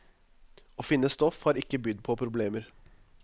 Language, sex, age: Norwegian, male, 21